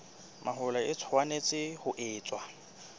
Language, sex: Southern Sotho, male